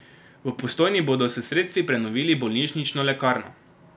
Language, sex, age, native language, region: Slovenian, male, 18-29, Slovenian, Drava region